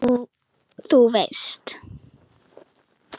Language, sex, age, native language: Icelandic, female, 9, Icelandic